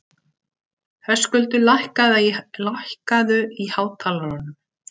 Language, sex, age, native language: Icelandic, female, 60-69, Icelandic